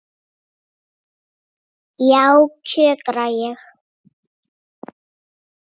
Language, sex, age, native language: Icelandic, female, 8, Icelandic